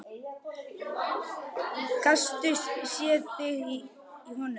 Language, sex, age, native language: Icelandic, male, 10, Icelandic